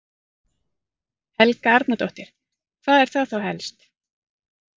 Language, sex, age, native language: Icelandic, female, 40-49, Icelandic